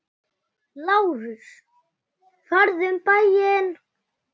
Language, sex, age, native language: Icelandic, male, 9, Icelandic